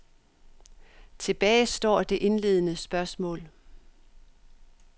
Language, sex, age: Danish, female, 62